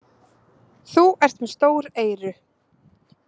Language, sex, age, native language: Icelandic, female, 20-29, Icelandic